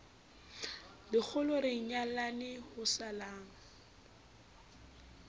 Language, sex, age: Southern Sotho, female, 29